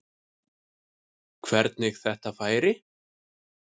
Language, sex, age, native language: Icelandic, male, 6, Icelandic